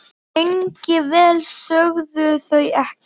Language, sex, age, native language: Icelandic, male, 8, Icelandic